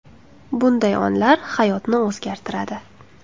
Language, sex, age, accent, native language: Uzbek, female, 19-29, Samarqand, Uzbek